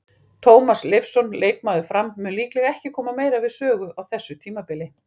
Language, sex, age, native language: Icelandic, female, 40-49, Icelandic